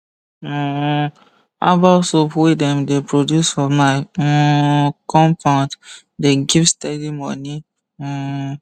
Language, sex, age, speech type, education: Nigerian Pidgin, male, 15-29, spontaneous, tertiary